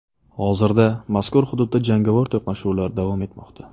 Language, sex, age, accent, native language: Uzbek, male, 25-34, Navoiy, Uzbek